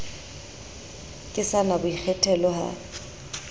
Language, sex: Southern Sotho, female